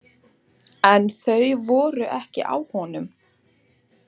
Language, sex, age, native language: Icelandic, female, 18-19, Icelandic